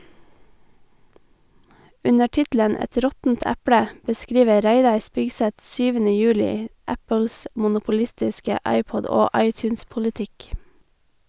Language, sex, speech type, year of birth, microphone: Norwegian, female, read, 1989, Sennheiser